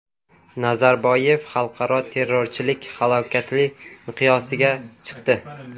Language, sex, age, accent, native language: Uzbek, male, 18-24, Samarqand, Uzbek